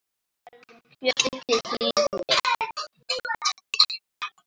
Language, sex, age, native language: Icelandic, female, 9, Icelandic